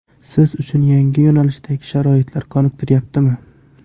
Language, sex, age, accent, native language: Uzbek, male, 18-24, Toshkent shahri, Uzbek